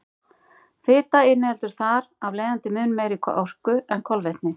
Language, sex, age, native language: Icelandic, female, 50-59, Icelandic